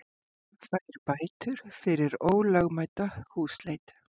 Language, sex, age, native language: Icelandic, female, 50-59, Icelandic